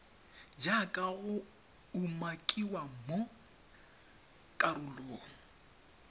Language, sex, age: Tswana, male, 21